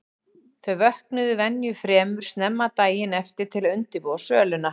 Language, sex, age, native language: Icelandic, female, 40-49, Icelandic